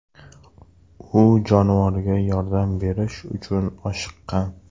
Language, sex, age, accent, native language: Uzbek, male, 18-24, Toshkent shahri, Uzbek